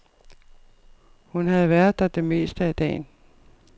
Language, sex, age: Danish, female, 52